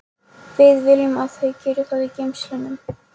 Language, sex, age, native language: Icelandic, female, 13, Polish